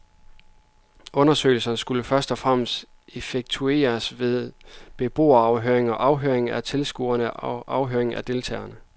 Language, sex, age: Danish, male, 26